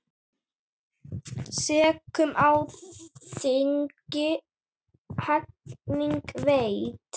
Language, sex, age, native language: Icelandic, male, 8, Icelandic